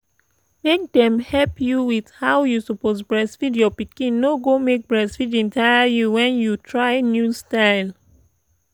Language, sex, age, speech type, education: Nigerian Pidgin, female, 15-29, spontaneous, tertiary